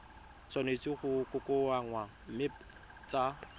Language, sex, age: Tswana, male, 25